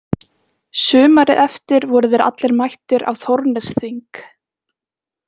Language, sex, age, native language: Icelandic, female, 20-29, Icelandic